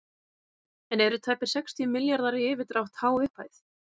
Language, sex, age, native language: Icelandic, female, 20-29, Icelandic